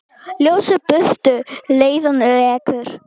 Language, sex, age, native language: Icelandic, female, 10, Icelandic